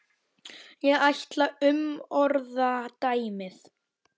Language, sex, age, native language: Icelandic, male, 9, Icelandic